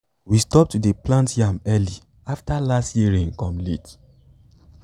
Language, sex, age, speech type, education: Nigerian Pidgin, male, 15-29, spontaneous, tertiary